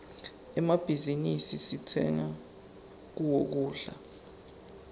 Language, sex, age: Swati, male, 20